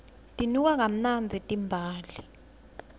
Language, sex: Swati, female